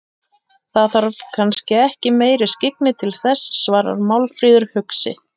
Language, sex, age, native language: Icelandic, female, 30-39, Icelandic